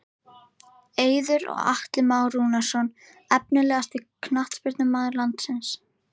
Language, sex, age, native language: Icelandic, female, 11, Icelandic